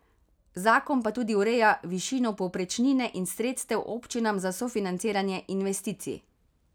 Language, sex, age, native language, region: Slovenian, female, 30-49, Slovenian, Carinthia region